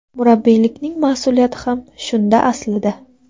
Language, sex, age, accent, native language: Uzbek, female, 19-29, Andijon, Uzbek